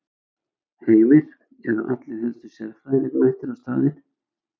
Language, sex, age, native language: Icelandic, male, 60-69, Icelandic